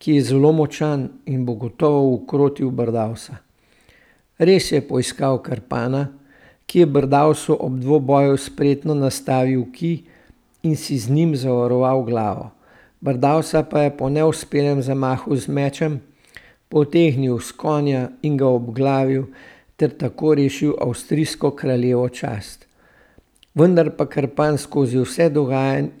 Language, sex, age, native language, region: Slovenian, male, 60+, Slovenian, Central Slovenia